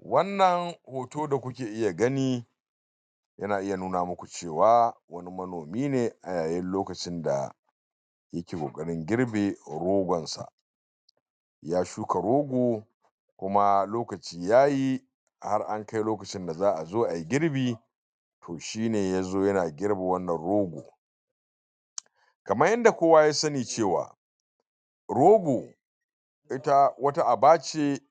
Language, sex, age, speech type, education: Hausa, male, 46-60, spontaneous, tertiary